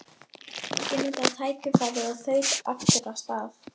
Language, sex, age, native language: Icelandic, female, 11, Icelandic